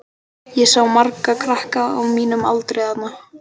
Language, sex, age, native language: Icelandic, male, 12, Icelandic